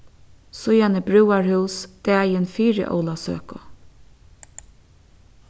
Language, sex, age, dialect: Faroese, female, 36-60, Suðurstreymoy